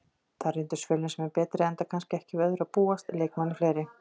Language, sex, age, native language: Icelandic, female, 40-49, Icelandic